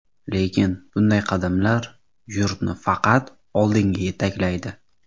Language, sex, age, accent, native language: Uzbek, male, 18-24, Farg'ona, Uzbek